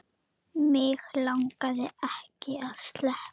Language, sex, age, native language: Icelandic, female, 9, Icelandic